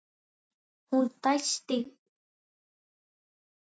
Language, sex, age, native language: Icelandic, male, 9, Icelandic